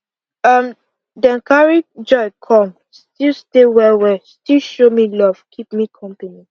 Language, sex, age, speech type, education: Nigerian Pidgin, female, 15-29, spontaneous, secondary